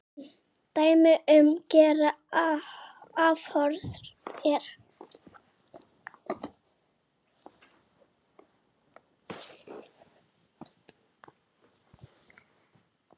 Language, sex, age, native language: Icelandic, female, 7, Icelandic